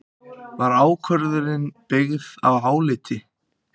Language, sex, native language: Icelandic, other, Icelandic